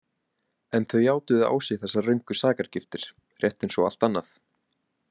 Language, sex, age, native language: Icelandic, male, 18-19, Icelandic